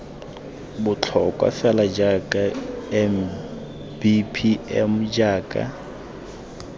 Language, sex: Tswana, male